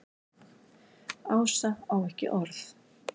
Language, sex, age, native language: Icelandic, female, 60-69, Icelandic